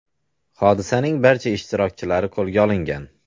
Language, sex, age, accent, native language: Uzbek, male, 18-24, Xorazm, Uzbek